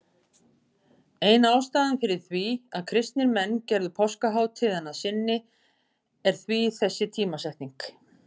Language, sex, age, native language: Icelandic, female, 50-59, Icelandic